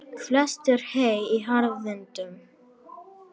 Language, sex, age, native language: Icelandic, female, 18-19, Icelandic